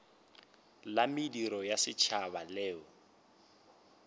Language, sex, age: Northern Sotho, male, 21